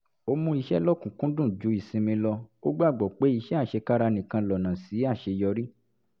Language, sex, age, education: Yoruba, male, 30-45, tertiary